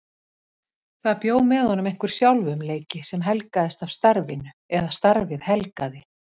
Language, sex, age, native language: Icelandic, female, 50-59, Icelandic